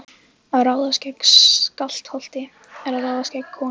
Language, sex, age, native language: Icelandic, female, 15, Icelandic